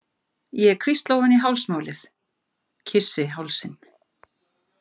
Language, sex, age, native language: Icelandic, female, 50-59, Icelandic